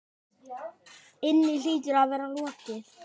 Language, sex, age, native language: Icelandic, male, 10, Icelandic